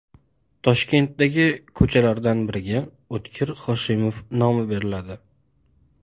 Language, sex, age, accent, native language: Uzbek, male, 19-29, Andijon, Uzbek